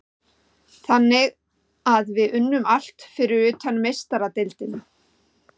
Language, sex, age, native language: Icelandic, female, 50-59, Icelandic